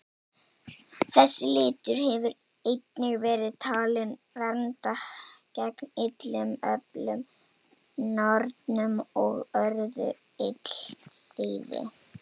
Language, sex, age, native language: Icelandic, female, 18-19, Icelandic